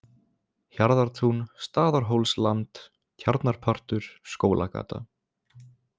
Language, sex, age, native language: Icelandic, male, 20-29, Icelandic